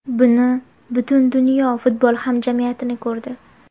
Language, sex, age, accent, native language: Uzbek, female, 18-24, Farg'ona, Uzbek